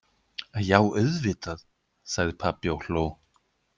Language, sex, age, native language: Icelandic, male, 50-59, Icelandic